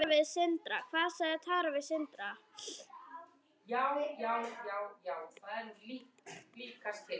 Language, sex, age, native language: Icelandic, female, 9, Icelandic